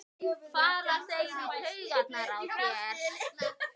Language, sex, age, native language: Icelandic, female, 12, Icelandic